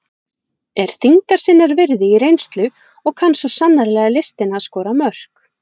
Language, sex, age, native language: Icelandic, female, 40-49, Icelandic